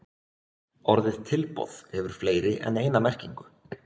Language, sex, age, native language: Icelandic, male, 20-29, Icelandic